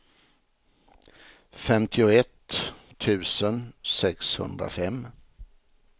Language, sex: Swedish, male